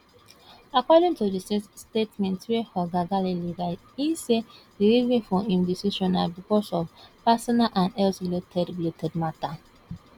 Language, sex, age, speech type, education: Nigerian Pidgin, female, 15-29, spontaneous, tertiary